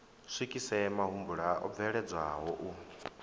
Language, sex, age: Venda, male, 23